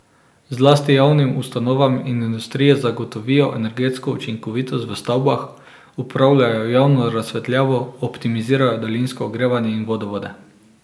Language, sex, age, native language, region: Slovenian, male, 18-29, Slovenian, Drava region